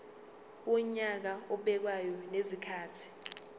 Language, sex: Zulu, female